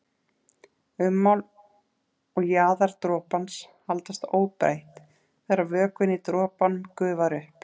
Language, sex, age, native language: Icelandic, female, 30-39, Icelandic